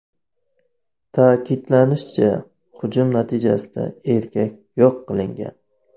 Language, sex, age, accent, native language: Uzbek, male, 25-34, Navoiy, Uzbek